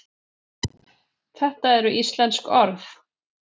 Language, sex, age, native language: Icelandic, female, 40-49, Icelandic